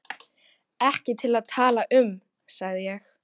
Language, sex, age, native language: Icelandic, female, 12, Icelandic